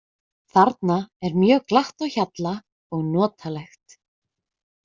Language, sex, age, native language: Icelandic, female, 20-29, Icelandic